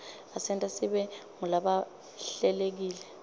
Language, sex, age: Swati, female, 25